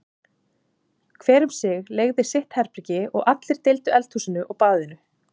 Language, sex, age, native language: Icelandic, female, 30-39, Icelandic